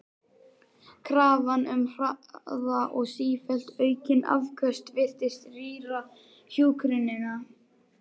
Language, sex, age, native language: Icelandic, male, 11, Icelandic